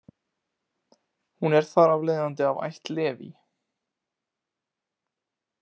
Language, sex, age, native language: Icelandic, male, 20-29, Icelandic